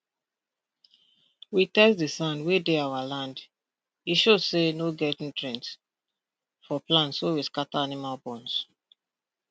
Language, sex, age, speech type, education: Nigerian Pidgin, female, 30-45, spontaneous, tertiary